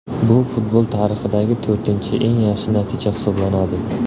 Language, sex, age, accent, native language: Uzbek, male, 18-24, Surxondaryo, Uzbek